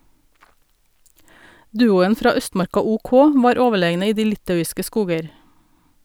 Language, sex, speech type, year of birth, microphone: Norwegian, female, read, 1972, Sennheiser